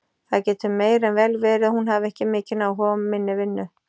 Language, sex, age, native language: Icelandic, female, 40-49, Icelandic